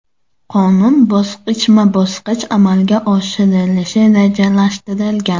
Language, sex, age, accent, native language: Uzbek, male, 12-17, Samarqand, Tajik